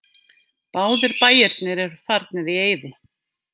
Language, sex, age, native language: Icelandic, female, 50-59, Icelandic